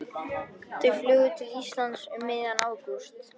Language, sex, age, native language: Icelandic, male, 13, Icelandic